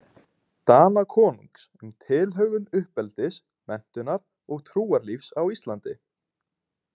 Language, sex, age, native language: Icelandic, male, 18-19, Icelandic